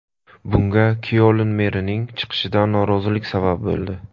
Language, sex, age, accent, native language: Uzbek, male, 25-34, Buxoro, Uzbek